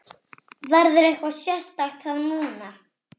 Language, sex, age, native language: Icelandic, female, 6, Icelandic